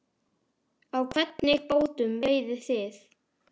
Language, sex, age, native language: Icelandic, male, 10, Icelandic